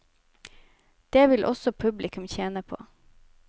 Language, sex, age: Norwegian, female, 25